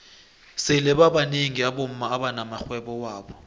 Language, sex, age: South Ndebele, male, 21